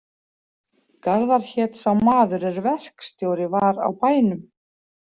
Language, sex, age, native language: Icelandic, female, 40-49, Icelandic